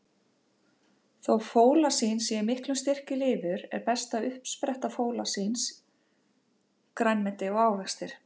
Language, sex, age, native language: Icelandic, female, 50-59, Icelandic